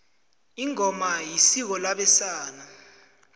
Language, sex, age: South Ndebele, male, 20